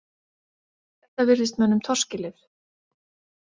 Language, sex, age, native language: Icelandic, female, 40-49, Icelandic